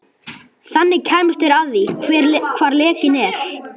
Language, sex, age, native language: Icelandic, male, 11, Icelandic